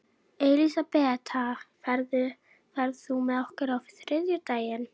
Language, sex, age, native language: Icelandic, female, 11, Icelandic